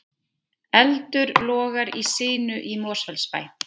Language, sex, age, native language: Icelandic, female, 30-39, Icelandic